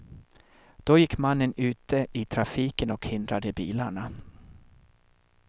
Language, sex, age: Swedish, male, 37